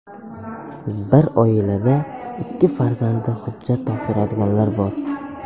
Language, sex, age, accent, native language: Uzbek, male, under 19, Samarqand, Uzbek